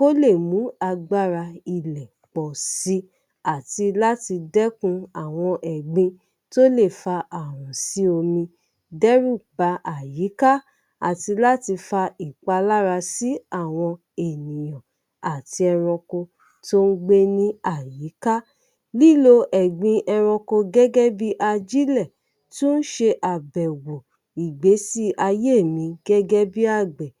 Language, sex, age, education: Yoruba, female, 30-45, tertiary